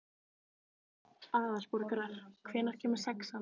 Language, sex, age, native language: Icelandic, female, 50-59, Icelandic